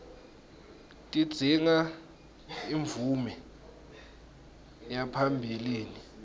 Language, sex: Swati, male